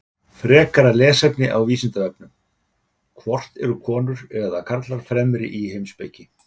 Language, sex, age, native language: Icelandic, male, 50-59, Icelandic